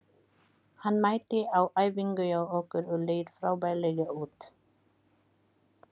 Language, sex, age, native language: Icelandic, female, 18-19, Icelandic